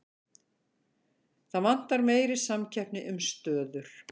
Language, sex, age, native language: Icelandic, female, 50-59, Icelandic